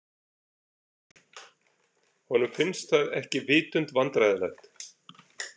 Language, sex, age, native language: Icelandic, male, 40-49, Icelandic